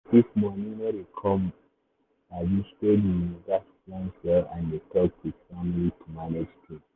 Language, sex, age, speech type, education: Nigerian Pidgin, male, 15-29, spontaneous, secondary